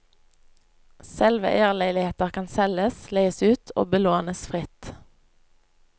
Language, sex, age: Norwegian, female, 25